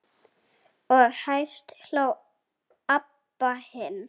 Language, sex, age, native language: Icelandic, female, 10, Icelandic